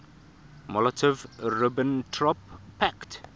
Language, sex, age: English, male, 24